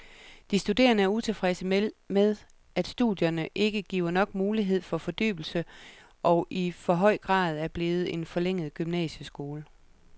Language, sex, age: Danish, female, 37